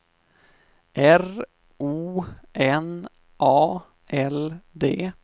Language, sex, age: Swedish, male, 25